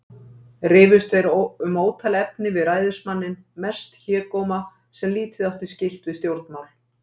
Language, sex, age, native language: Icelandic, female, 50-59, Icelandic